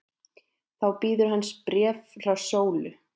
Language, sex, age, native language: Icelandic, female, 20-29, Icelandic